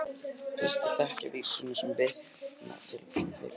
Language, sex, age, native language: Icelandic, male, 18-19, Icelandic